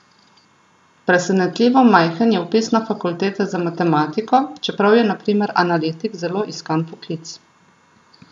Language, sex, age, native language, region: Slovenian, female, 30-49, Slovenian, Southeast Slovenia